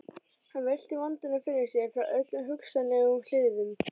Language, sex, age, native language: Icelandic, female, 12, Icelandic